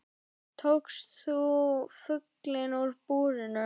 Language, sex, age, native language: Icelandic, male, 10, Icelandic